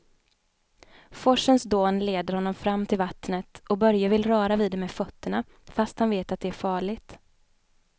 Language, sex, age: Swedish, female, 29